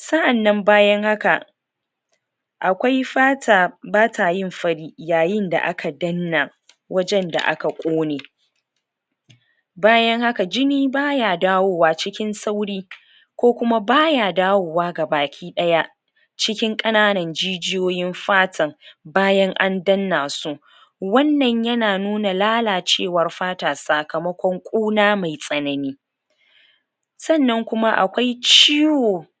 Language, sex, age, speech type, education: Hausa, female, 30-45, spontaneous, tertiary